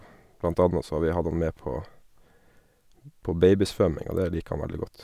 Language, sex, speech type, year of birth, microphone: Norwegian, male, spontaneous, 1979, Sennheiser